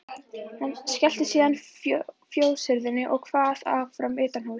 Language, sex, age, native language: Icelandic, female, 11, Icelandic